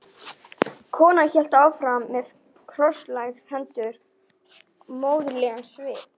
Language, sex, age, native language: Icelandic, female, 11, Icelandic